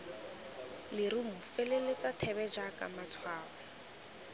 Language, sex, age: Tswana, female, 19